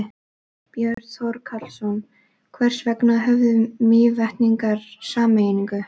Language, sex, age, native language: Icelandic, female, 12, Icelandic